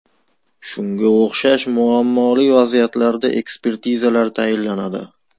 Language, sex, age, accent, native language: Uzbek, male, 18-24, Farg'ona, Uzbek